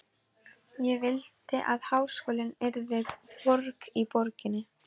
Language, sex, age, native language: Icelandic, female, 12, Icelandic